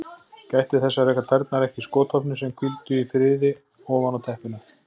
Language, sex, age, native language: Icelandic, male, 40-49, Icelandic